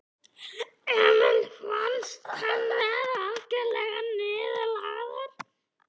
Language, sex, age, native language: Icelandic, male, 11, Icelandic